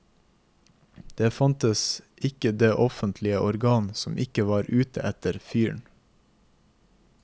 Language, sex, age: Norwegian, male, 24